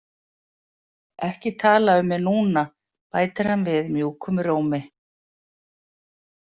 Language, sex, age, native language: Icelandic, female, 50-59, Icelandic